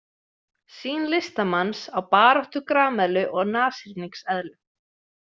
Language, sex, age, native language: Icelandic, female, 20-29, Icelandic